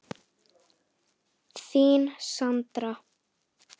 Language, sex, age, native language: Icelandic, female, 10, Icelandic